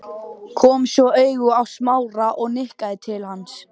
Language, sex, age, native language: Icelandic, male, 12, Icelandic